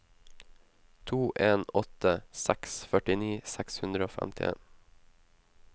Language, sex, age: Norwegian, male, 19